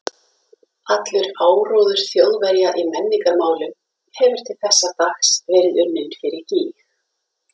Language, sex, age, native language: Icelandic, female, 50-59, Icelandic